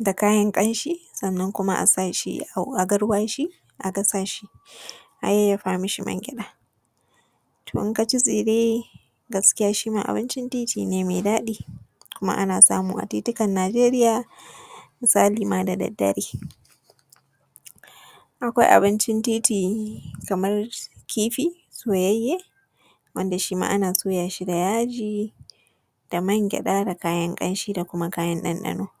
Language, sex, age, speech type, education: Hausa, female, 15-29, spontaneous, tertiary